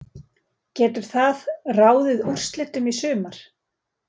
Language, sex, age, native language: Icelandic, female, 40-49, Icelandic